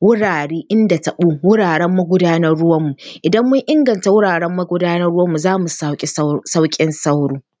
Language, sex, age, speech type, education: Hausa, female, 15-29, spontaneous, tertiary